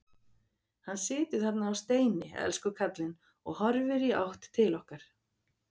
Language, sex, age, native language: Icelandic, female, 50-59, Icelandic